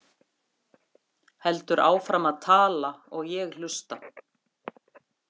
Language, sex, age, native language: Icelandic, female, 50-59, Icelandic